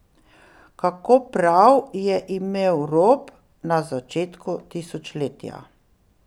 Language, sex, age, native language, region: Slovenian, female, 60+, Slovenian, Pomurje region